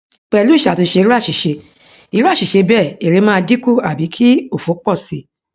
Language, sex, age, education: Yoruba, female, 46-60, tertiary